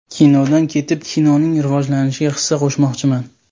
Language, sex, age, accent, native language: Uzbek, male, 18-24, Sirdaryo, Uzbek